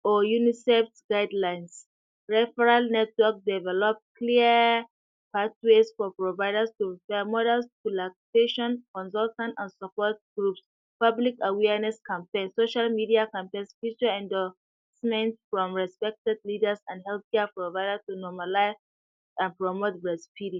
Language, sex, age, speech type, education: Hausa, female, 46-60, spontaneous, tertiary